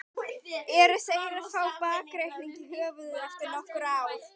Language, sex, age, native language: Icelandic, female, 12, Icelandic